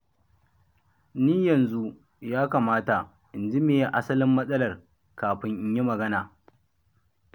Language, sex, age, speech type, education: Hausa, male, 30-45, read, secondary